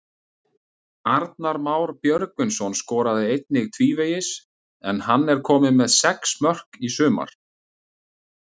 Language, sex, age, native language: Icelandic, male, 30-39, Icelandic